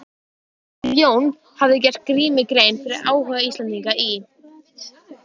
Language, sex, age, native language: Icelandic, female, 12, Icelandic